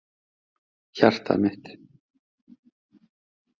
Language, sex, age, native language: Icelandic, male, 30-39, Icelandic